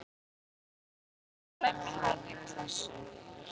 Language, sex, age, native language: Icelandic, female, 15, Icelandic